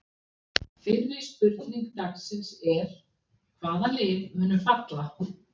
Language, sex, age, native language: Icelandic, female, 40-49, Icelandic